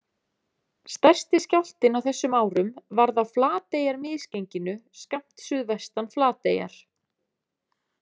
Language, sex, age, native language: Icelandic, female, 30-39, Icelandic